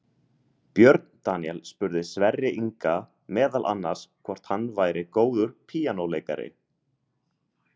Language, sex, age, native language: Icelandic, male, 30-39, Icelandic